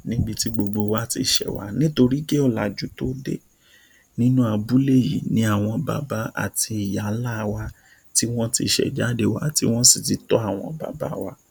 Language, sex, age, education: Yoruba, male, 60+, tertiary